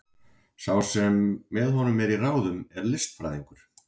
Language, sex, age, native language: Icelandic, male, 40-49, Icelandic